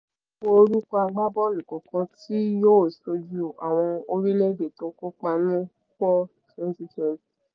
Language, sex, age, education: Yoruba, female, 15-29, secondary